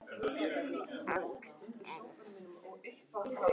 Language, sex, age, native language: Icelandic, male, 18-19, Icelandic